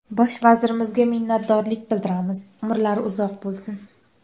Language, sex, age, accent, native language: Uzbek, female, under 19, Andijon, Uzbek